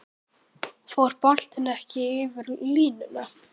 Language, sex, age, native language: Icelandic, female, 9, Icelandic